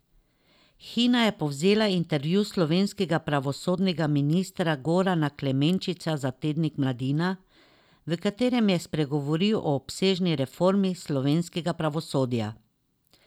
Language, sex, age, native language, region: Slovenian, female, 50-59, Slovenian, Drava region